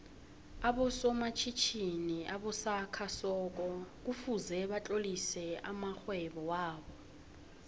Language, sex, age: South Ndebele, female, 18